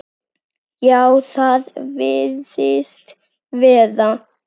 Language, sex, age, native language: Icelandic, female, 9, Icelandic